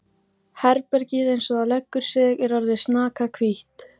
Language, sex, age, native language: Icelandic, female, 14, Icelandic